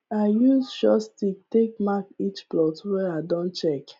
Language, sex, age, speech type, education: Nigerian Pidgin, female, 15-29, spontaneous, tertiary